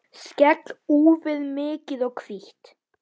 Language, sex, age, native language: Icelandic, male, 9, Icelandic